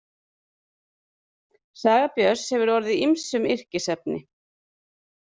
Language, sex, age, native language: Icelandic, female, 30-39, Icelandic